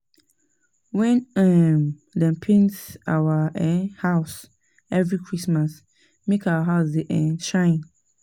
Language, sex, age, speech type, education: Nigerian Pidgin, female, 30-45, spontaneous, tertiary